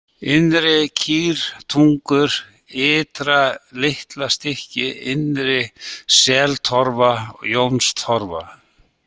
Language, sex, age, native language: Icelandic, male, 60-69, Icelandic